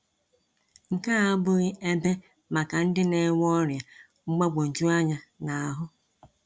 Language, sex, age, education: Igbo, male, 15-29, tertiary